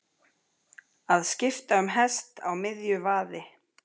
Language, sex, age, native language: Icelandic, female, 40-49, Icelandic